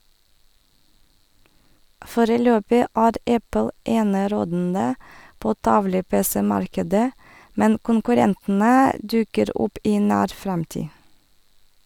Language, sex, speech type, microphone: Norwegian, female, read, Sennheiser